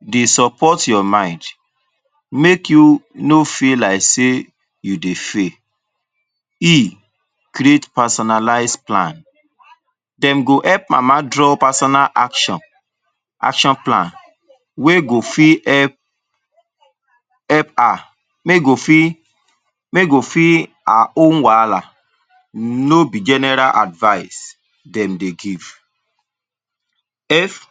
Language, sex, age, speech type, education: Nigerian Pidgin, male, 30-45, spontaneous, tertiary